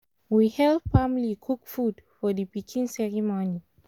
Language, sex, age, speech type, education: Nigerian Pidgin, female, 15-29, spontaneous, tertiary